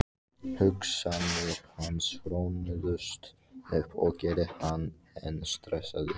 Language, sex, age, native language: Icelandic, female, 14, Icelandic